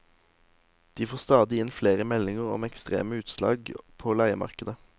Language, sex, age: Norwegian, male, 18